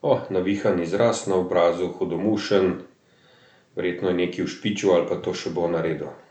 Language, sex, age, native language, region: Slovenian, male, 50-59, Slovenian, Central Slovenia